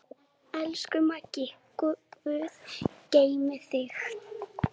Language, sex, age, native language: Icelandic, female, 7, Icelandic